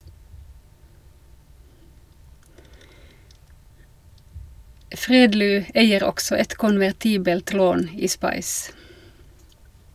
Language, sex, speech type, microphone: Norwegian, female, read, Shure